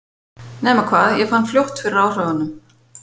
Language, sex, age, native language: Icelandic, female, 50-59, Icelandic